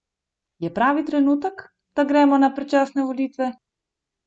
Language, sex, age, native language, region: Slovenian, female, 18-29, Slovenian, Gorenjska region